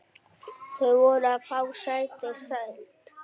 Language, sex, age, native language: Icelandic, female, 9, Icelandic